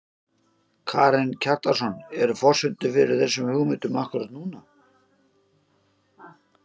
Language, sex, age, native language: Icelandic, male, 50-59, Icelandic